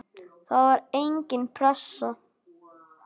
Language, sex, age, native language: Icelandic, male, 9, Icelandic